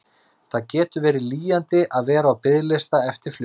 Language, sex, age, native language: Icelandic, male, 30-39, Icelandic